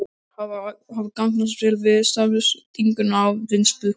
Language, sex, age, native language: Icelandic, male, 12, Icelandic